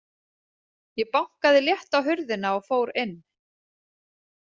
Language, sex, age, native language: Icelandic, female, 30-39, Icelandic